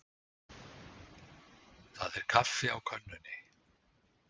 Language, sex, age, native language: Icelandic, male, 60-69, Icelandic